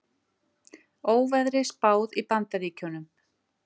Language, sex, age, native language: Icelandic, female, 50-59, Icelandic